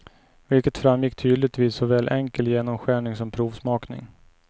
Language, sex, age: Swedish, male, 29